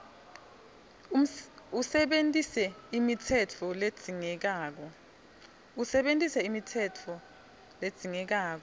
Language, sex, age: Swati, female, 26